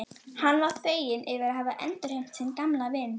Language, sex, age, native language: Icelandic, female, 12, Icelandic